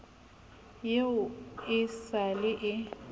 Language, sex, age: Southern Sotho, female, 35